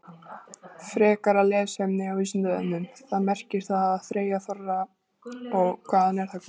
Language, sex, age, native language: Icelandic, female, 20-29, Icelandic